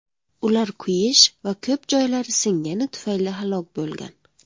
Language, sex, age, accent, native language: Uzbek, female, 19-29, Surxondaryo, Tajik